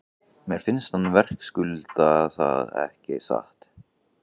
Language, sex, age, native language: Icelandic, male, 15, Icelandic